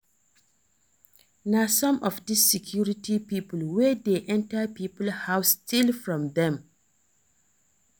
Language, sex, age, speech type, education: Nigerian Pidgin, female, 46-60, read, tertiary